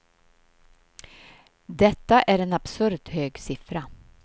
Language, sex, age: Swedish, female, 53